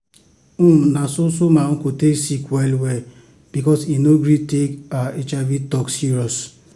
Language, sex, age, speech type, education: Nigerian Pidgin, male, 15-29, spontaneous, tertiary